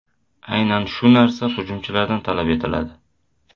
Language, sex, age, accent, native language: Uzbek, male, 25-34, Toshkent shahri, Uzbek